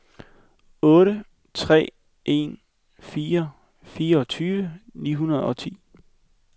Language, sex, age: Danish, male, 21